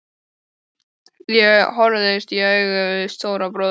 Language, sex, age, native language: Icelandic, female, 12, Icelandic